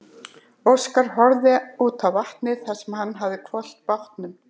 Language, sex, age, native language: Icelandic, female, 70-79, Icelandic